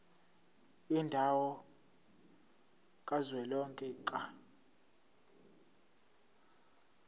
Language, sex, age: Zulu, male, 17